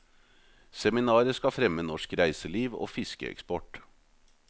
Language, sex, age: Norwegian, male, 38